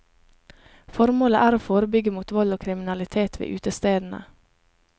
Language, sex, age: Norwegian, female, 28